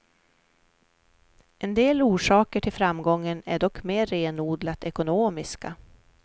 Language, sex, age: Swedish, female, 44